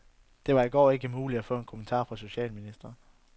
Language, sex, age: Danish, male, 22